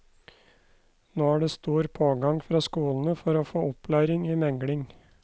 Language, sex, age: Norwegian, male, 29